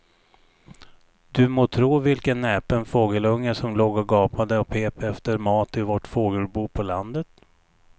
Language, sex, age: Swedish, male, 59